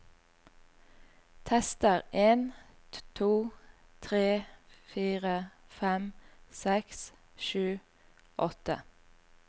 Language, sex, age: Norwegian, female, 38